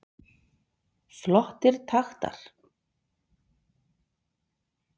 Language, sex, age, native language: Icelandic, female, 40-49, Icelandic